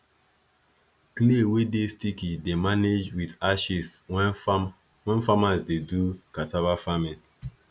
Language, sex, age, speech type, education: Nigerian Pidgin, male, 15-29, spontaneous, tertiary